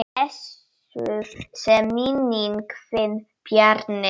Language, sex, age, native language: Icelandic, female, 9, Polish